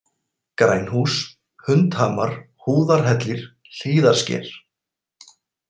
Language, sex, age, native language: Icelandic, male, 40-49, Icelandic